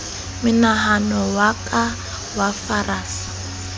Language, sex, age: Southern Sotho, female, 22